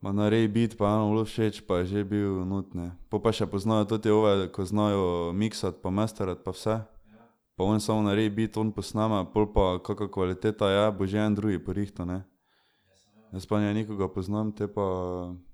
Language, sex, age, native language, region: Slovenian, male, 18-29, Slovenian, Drava region